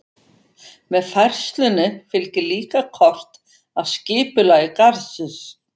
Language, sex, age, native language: Icelandic, female, 50-59, Icelandic